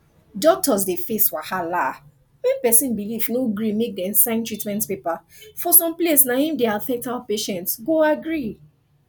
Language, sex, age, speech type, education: Nigerian Pidgin, female, 15-29, spontaneous, tertiary